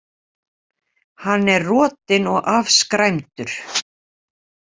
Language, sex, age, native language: Icelandic, female, 50-59, Icelandic